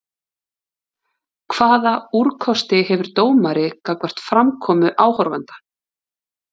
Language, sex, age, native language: Icelandic, female, 30-39, Icelandic